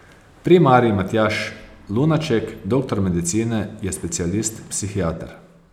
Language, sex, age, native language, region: Slovenian, male, 30-49, Slovenian, Posavska region